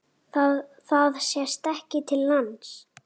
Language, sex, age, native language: Icelandic, female, 7, Icelandic